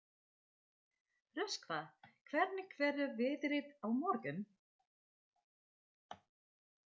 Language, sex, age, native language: Icelandic, female, 40-49, Dutch